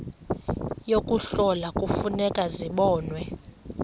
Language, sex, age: Xhosa, female, 23